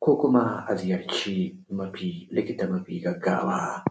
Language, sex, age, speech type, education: Hausa, male, 15-29, spontaneous, tertiary